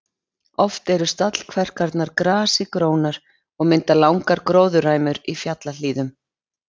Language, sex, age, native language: Icelandic, female, 50-59, Icelandic